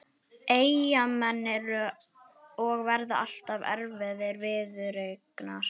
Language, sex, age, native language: Icelandic, female, 21, Icelandic